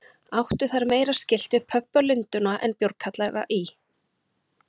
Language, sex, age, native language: Icelandic, female, 30-39, Icelandic